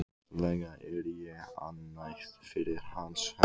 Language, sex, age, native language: Icelandic, male, 15, Icelandic